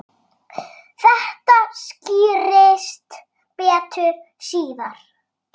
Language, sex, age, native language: Icelandic, male, 6, Icelandic